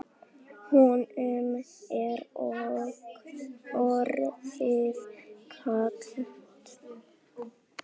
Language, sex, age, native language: Icelandic, female, 10, Icelandic